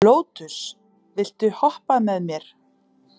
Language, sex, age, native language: Icelandic, female, 40-49, Icelandic